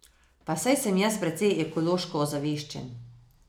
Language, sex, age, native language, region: Slovenian, female, 30-49, Slovenian, Savinja region